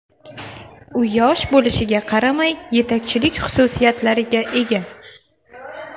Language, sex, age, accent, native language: Uzbek, female, 18-24, Navoiy, Tajik